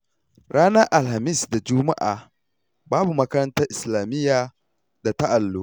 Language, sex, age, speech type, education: Hausa, male, 30-45, read, tertiary